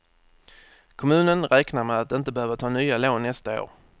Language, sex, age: Swedish, male, 30